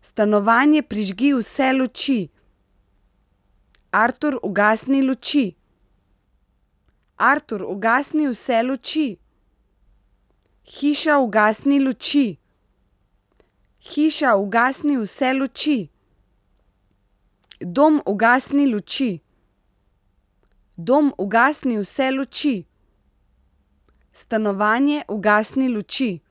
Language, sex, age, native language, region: Slovenian, female, 30-49, Slovenian, Central Slovenia